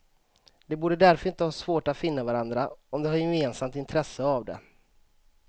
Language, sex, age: Swedish, male, 35